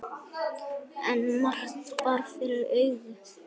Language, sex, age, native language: Icelandic, male, 9, Icelandic